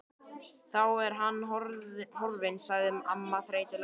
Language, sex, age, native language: Icelandic, male, 12, Icelandic